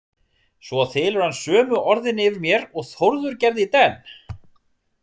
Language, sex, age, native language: Icelandic, male, 40-49, Icelandic